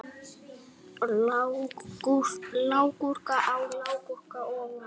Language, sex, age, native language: Icelandic, male, 7, Icelandic